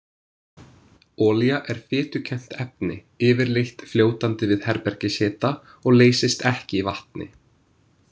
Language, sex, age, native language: Icelandic, male, 20-29, English